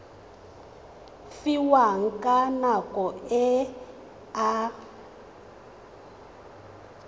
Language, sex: Tswana, female